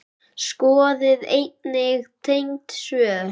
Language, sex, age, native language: Icelandic, male, 10, Icelandic